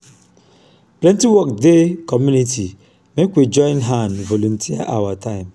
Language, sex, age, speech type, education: Nigerian Pidgin, male, 30-45, spontaneous, tertiary